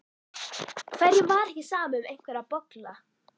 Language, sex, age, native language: Icelandic, female, 11, Icelandic